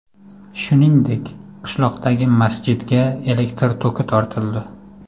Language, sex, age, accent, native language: Uzbek, male, 25-34, Farg'ona, Uzbek